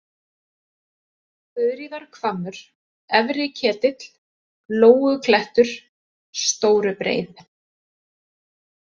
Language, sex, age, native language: Icelandic, female, 40-49, Icelandic